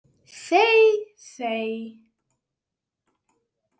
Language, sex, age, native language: Icelandic, female, 10, Icelandic